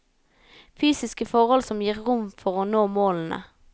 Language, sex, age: Norwegian, female, 19